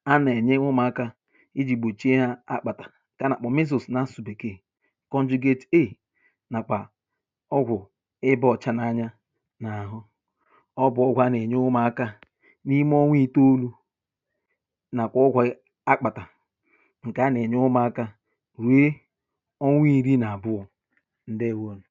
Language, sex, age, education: Igbo, male, 30-45, tertiary